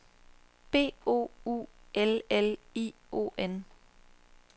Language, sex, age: Danish, female, 23